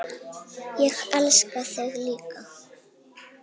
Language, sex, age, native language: Icelandic, female, 8, Icelandic